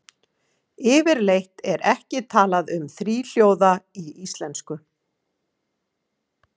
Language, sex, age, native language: Icelandic, female, 40-49, Icelandic